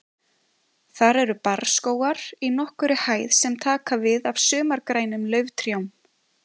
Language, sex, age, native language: Icelandic, female, 20-29, Icelandic